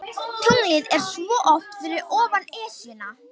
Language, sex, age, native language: Icelandic, female, 18-19, Romanian